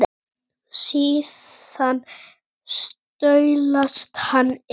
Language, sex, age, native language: Icelandic, female, 18-19, Icelandic